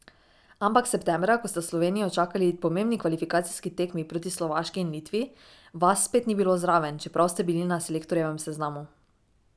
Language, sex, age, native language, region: Slovenian, female, 18-29, Slovenian, Drava region